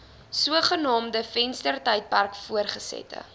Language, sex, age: Afrikaans, female, 20